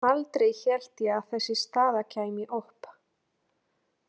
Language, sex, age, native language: Icelandic, female, 30-39, Polish